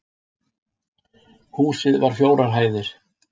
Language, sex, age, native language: Icelandic, male, 60-69, Icelandic